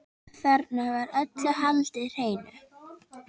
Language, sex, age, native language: Icelandic, female, 10, Icelandic